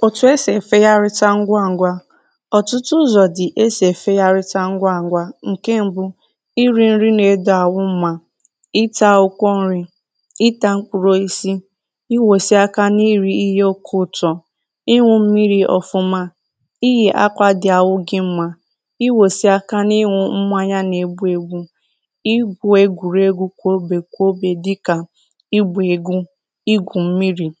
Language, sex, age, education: Igbo, female, 15-29, tertiary